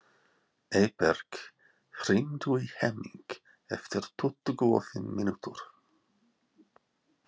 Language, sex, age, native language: Icelandic, male, 40-49, English